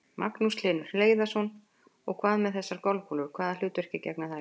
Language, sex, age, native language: Icelandic, female, 50-59, Icelandic